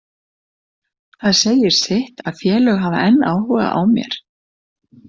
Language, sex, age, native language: Icelandic, female, 60-69, Icelandic